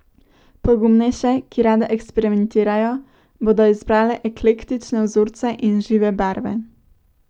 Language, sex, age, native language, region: Slovenian, female, 18-29, Slovenian, Central Slovenia